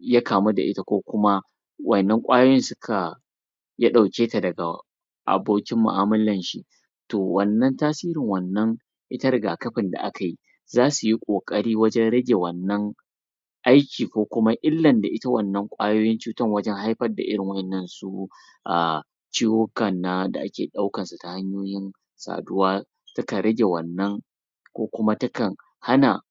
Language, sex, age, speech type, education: Hausa, male, 30-45, spontaneous, tertiary